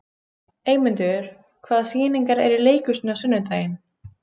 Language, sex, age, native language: Icelandic, female, 15, Icelandic